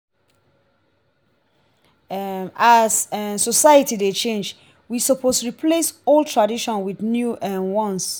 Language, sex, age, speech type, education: Nigerian Pidgin, female, 30-45, spontaneous, tertiary